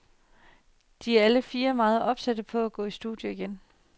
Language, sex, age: Danish, female, 30